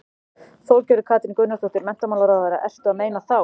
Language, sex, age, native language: Icelandic, male, 14, Icelandic